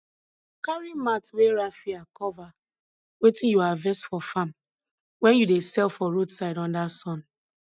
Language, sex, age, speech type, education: Nigerian Pidgin, female, 15-29, spontaneous, tertiary